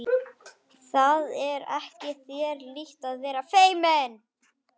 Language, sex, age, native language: Icelandic, female, 11, Icelandic